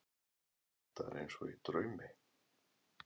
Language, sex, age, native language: Icelandic, male, 11, Icelandic